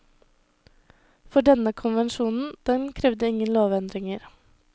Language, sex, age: Norwegian, female, 21